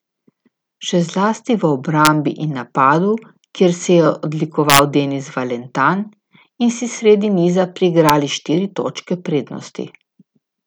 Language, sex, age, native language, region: Slovenian, female, 50-59, Slovenian, Gorica region